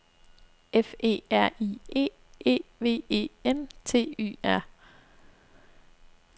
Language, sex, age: Danish, female, 26